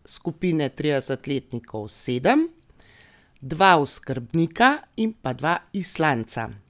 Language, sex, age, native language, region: Slovenian, female, 30-49, Slovenian, Gorenjska region